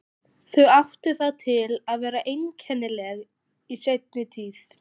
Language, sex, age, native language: Icelandic, female, 14, Icelandic